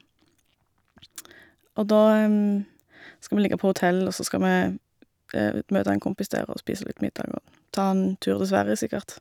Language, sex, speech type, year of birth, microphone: Norwegian, female, spontaneous, 1987, Shure